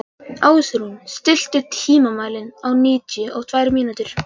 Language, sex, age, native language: Icelandic, male, 11, Icelandic